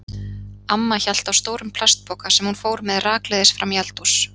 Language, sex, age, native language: Icelandic, female, 30-39, Icelandic